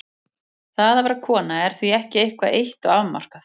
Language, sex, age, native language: Icelandic, female, 40-49, Icelandic